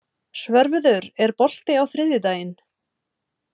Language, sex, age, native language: Icelandic, female, 30-39, Icelandic